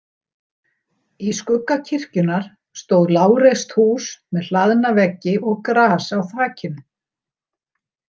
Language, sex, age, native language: Icelandic, female, 60-69, Icelandic